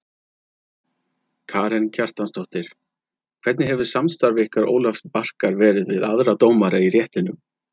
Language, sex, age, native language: Icelandic, male, 30-39, Icelandic